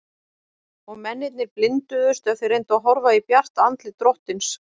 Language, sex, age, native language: Icelandic, female, 40-49, Icelandic